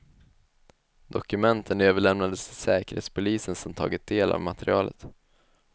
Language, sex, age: Swedish, male, 21